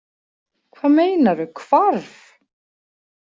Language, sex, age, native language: Icelandic, female, 40-49, Icelandic